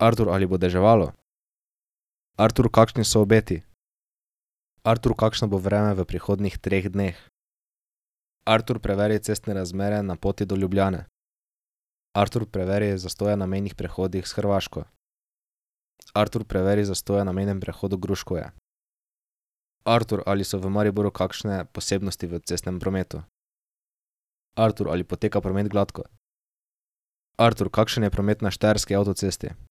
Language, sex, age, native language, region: Slovenian, male, 18-29, Slovenian, Drava region